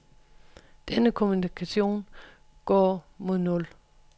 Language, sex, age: Danish, female, 43